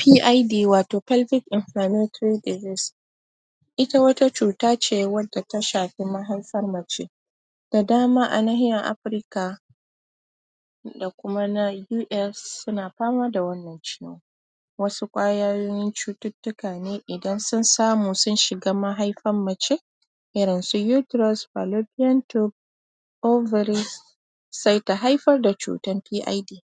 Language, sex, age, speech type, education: Hausa, female, 30-45, spontaneous, tertiary